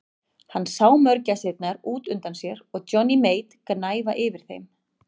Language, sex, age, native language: Icelandic, female, 40-49, Icelandic